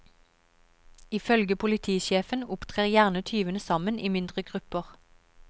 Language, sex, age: Norwegian, female, 31